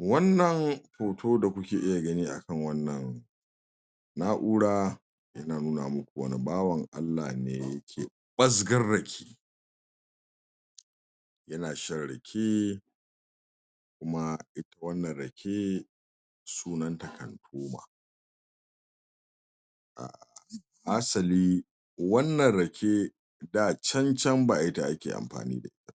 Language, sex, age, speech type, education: Hausa, male, 46-60, spontaneous, tertiary